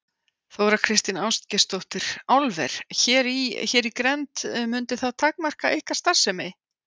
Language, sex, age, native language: Icelandic, female, 50-59, Icelandic